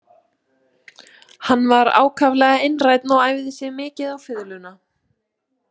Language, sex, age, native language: Icelandic, female, 20-29, Icelandic